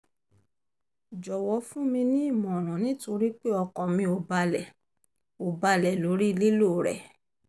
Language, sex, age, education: Yoruba, female, 30-45, tertiary